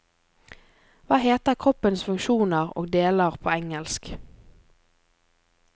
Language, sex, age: Norwegian, female, 24